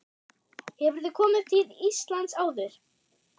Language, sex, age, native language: Icelandic, male, 6, German